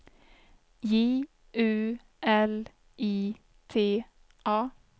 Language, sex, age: Swedish, female, 24